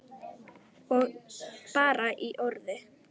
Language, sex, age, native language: Icelandic, female, 10, Icelandic